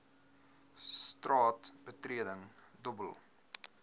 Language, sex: Afrikaans, male